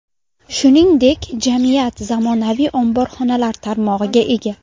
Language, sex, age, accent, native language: Uzbek, female, 19-29, Sirdaryo, Uzbek